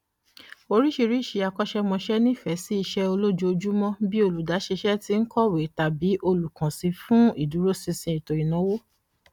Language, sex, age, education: Yoruba, female, 30-45, tertiary